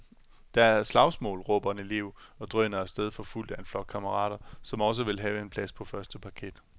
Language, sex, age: Danish, male, 27